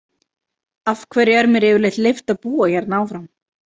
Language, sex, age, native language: Icelandic, female, 30-39, Icelandic